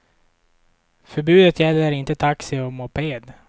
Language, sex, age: Swedish, male, 26